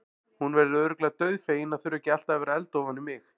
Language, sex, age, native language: Icelandic, male, 40-49, Icelandic